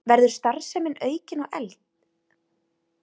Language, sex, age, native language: Icelandic, female, 30-39, Icelandic